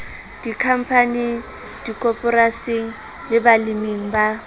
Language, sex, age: Southern Sotho, female, 20